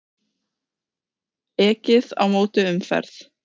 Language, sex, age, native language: Icelandic, female, 30-39, Icelandic